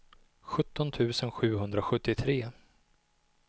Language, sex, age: Swedish, male, 37